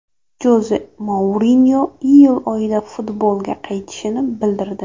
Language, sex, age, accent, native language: Uzbek, female, 18-24, Jizzax, Uzbek